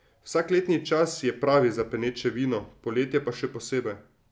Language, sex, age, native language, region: Slovenian, male, 30-49, Slovenian, Drava region